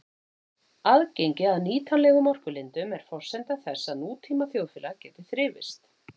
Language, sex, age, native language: Icelandic, female, 40-49, Icelandic